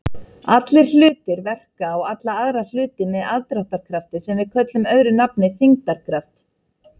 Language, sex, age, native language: Icelandic, female, 30-39, Icelandic